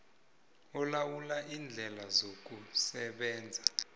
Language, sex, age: South Ndebele, male, 20